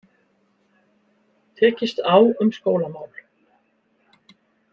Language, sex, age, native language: Icelandic, female, 70-79, Icelandic